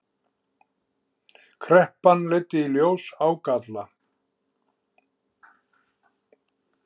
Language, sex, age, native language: Icelandic, male, 70-79, Icelandic